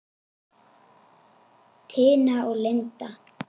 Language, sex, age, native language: Icelandic, female, 8, Icelandic